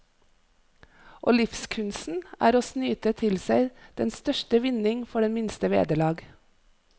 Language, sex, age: Norwegian, female, 43